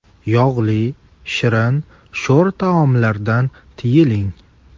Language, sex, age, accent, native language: Uzbek, male, 18-24, Farg'ona, Uzbek